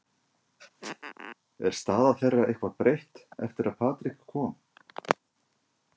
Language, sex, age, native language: Icelandic, male, 50-59, Icelandic